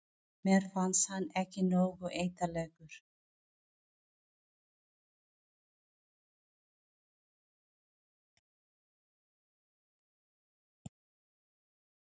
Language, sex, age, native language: Icelandic, female, 40-49, Filipino